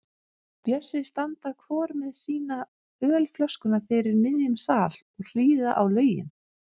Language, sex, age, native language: Icelandic, female, 30-39, Icelandic